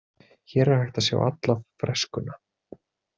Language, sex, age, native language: Icelandic, male, 30-39, Icelandic